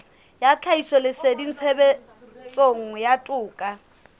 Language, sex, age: Southern Sotho, female, 24